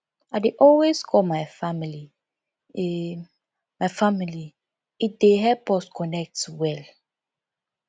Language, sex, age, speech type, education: Nigerian Pidgin, female, 15-29, spontaneous, tertiary